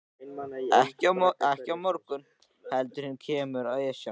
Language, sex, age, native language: Icelandic, male, 14, Icelandic